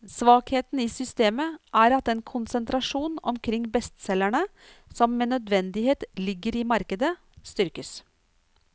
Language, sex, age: Norwegian, female, 49